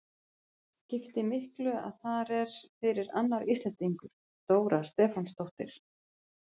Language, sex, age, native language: Icelandic, female, 50-59, Icelandic